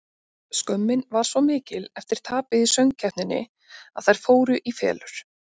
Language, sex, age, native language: Icelandic, female, 30-39, Icelandic